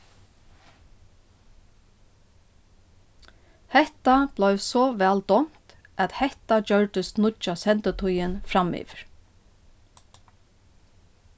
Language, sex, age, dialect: Faroese, female, 36-60, Norðuroyggjar